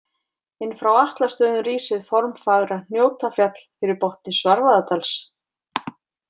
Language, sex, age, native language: Icelandic, female, 40-49, Icelandic